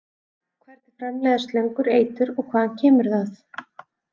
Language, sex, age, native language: Icelandic, female, 30-39, Icelandic